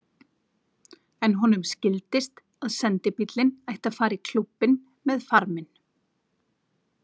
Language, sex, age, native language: Icelandic, female, 40-49, Icelandic